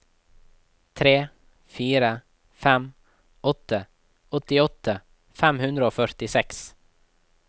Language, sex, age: Norwegian, male, 24